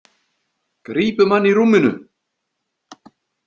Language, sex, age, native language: Icelandic, male, 50-59, Icelandic